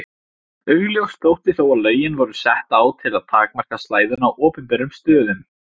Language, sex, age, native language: Icelandic, male, 17, Icelandic